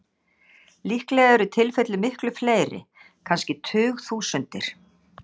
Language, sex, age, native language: Icelandic, female, 60-69, Icelandic